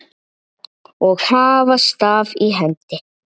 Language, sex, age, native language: Icelandic, male, 7, Icelandic